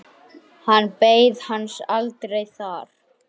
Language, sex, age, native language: Icelandic, male, 9, Icelandic